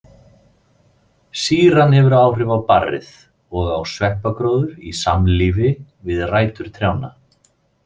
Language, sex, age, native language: Icelandic, male, 30-39, Icelandic